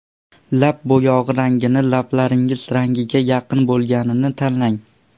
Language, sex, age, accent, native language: Uzbek, male, under 19, Surxondaryo, Uzbek